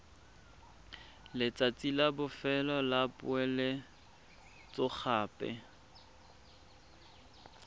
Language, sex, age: Tswana, male, 24